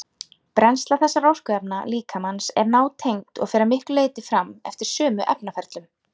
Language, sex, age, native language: Icelandic, female, 30-39, Icelandic